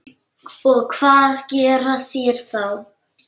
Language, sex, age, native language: Icelandic, female, 8, Icelandic